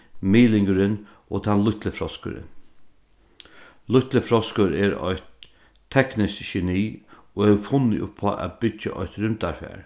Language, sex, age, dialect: Faroese, male, 36-60, Norðurstreymoy/Eysturoy